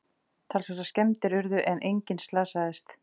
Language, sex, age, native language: Icelandic, female, 40-49, Icelandic